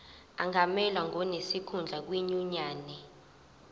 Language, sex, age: Zulu, female, 24